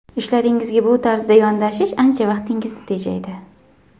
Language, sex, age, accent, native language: Uzbek, female, 19-29, Qashqadaryo, Uzbek